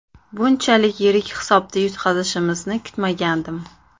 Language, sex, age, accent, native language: Uzbek, female, 25-34, Andijon, Uzbek